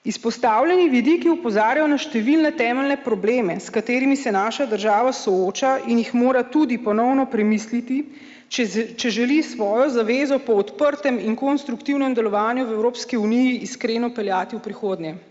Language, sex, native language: Slovenian, female, Slovenian